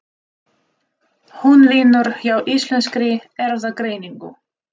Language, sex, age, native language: Icelandic, female, 30-39, Russian